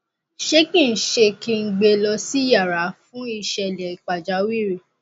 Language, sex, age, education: Yoruba, female, 15-29, tertiary